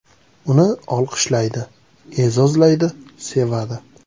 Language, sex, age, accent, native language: Uzbek, male, 25-34, Toshkent shahri, Uzbek